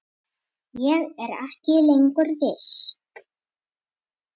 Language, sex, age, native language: Icelandic, male, 7, Icelandic